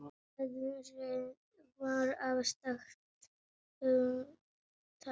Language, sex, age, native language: Icelandic, female, 7, Icelandic